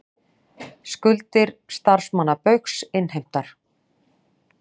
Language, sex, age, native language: Icelandic, female, 40-49, Icelandic